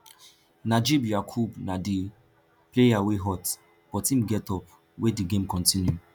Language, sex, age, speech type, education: Nigerian Pidgin, male, 15-29, spontaneous, tertiary